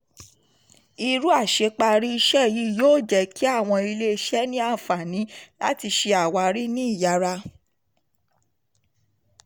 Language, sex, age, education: Yoruba, female, 15-29, tertiary